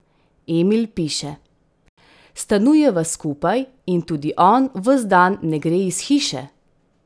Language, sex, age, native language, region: Slovenian, female, 30-49, Slovenian, Central Slovenia